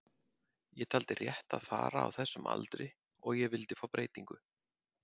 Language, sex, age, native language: Icelandic, male, 50-59, Icelandic